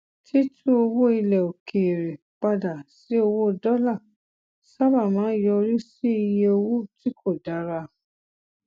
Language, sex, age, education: Yoruba, female, 46-60, tertiary